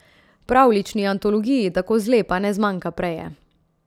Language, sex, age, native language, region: Slovenian, female, 30-49, Slovenian, Central Slovenia